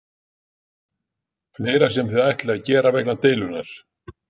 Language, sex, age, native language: Icelandic, male, 60-69, Icelandic